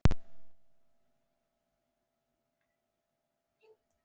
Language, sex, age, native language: Icelandic, female, 11, Icelandic